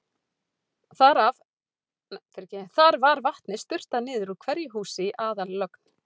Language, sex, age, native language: Icelandic, female, 40-49, Icelandic